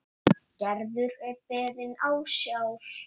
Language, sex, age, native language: Icelandic, male, 8, Icelandic